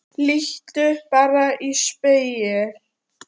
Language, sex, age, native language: Icelandic, female, 9, Icelandic